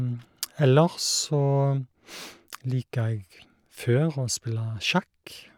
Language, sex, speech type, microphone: Norwegian, male, spontaneous, Shure